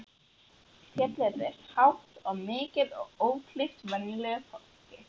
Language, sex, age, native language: Icelandic, female, 11, Icelandic